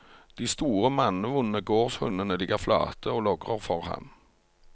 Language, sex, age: Norwegian, male, 45